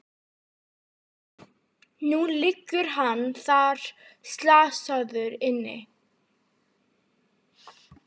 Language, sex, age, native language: Icelandic, female, 12, Icelandic